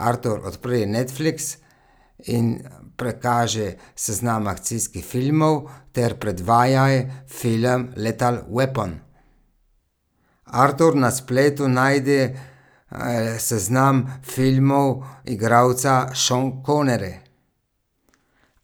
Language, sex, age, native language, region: Slovenian, male, 30-49, Slovenian, Gorica region